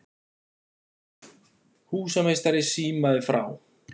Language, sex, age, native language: Icelandic, male, 40-49, Icelandic